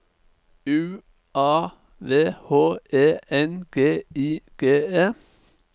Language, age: Norwegian, 49